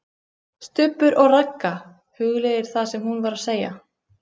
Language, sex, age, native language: Icelandic, female, 15, Icelandic